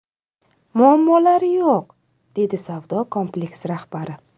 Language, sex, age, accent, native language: Uzbek, female, 19-29, Samarqand, Uzbek